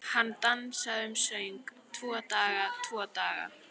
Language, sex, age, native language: Icelandic, female, 13, Icelandic